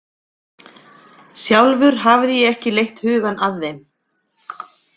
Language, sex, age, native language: Icelandic, female, 50-59, Icelandic